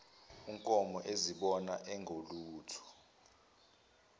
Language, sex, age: Zulu, male, 21